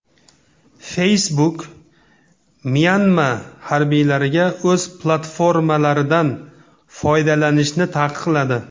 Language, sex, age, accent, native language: Uzbek, male, 35+, Namangan, Uzbek